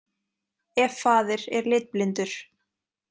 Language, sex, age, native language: Icelandic, female, 20-29, Icelandic